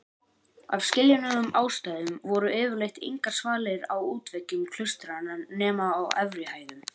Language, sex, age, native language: Icelandic, male, 18-19, Icelandic